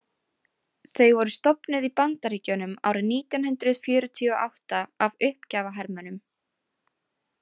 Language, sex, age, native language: Icelandic, female, 18-19, Icelandic